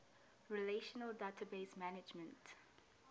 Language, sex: English, female